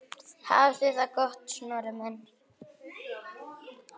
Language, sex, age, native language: Icelandic, female, 9, Icelandic